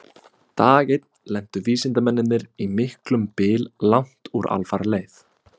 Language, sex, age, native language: Icelandic, male, 20-29, Icelandic